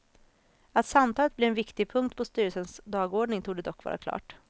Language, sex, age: Swedish, female, 26